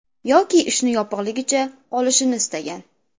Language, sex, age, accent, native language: Uzbek, female, under 19, Namangan, Uzbek